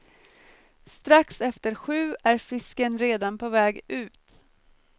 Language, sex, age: Swedish, female, 23